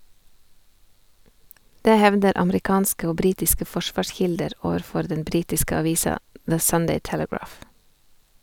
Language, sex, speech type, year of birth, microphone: Norwegian, female, read, 1978, Sennheiser